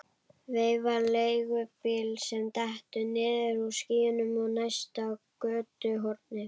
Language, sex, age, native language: Icelandic, female, 11, Icelandic